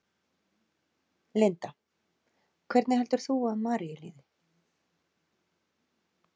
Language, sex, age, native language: Icelandic, female, 40-49, Icelandic